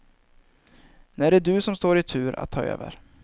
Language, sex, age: Swedish, male, 23